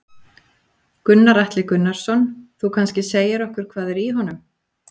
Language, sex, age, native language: Icelandic, female, 40-49, Icelandic